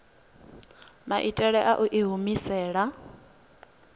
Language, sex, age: Venda, female, 26